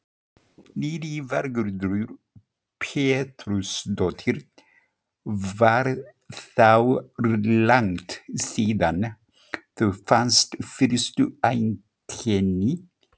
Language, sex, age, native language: Icelandic, male, 50-59, Icelandic